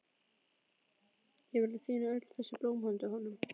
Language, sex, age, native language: Icelandic, female, 12, Icelandic